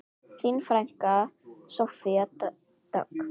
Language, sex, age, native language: Icelandic, female, 10, Icelandic